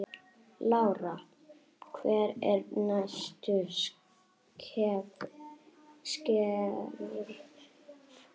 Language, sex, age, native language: Icelandic, female, 9, Icelandic